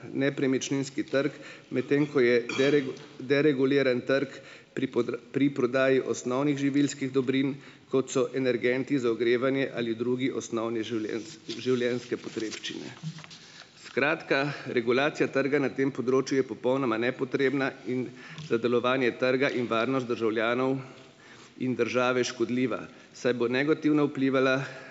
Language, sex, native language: Slovenian, male, Slovenian